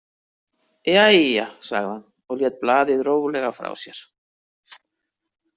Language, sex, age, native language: Icelandic, female, 60-69, Icelandic